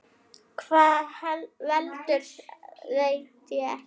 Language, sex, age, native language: Icelandic, female, 9, Icelandic